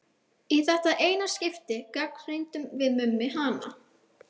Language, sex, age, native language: Icelandic, female, 12, Icelandic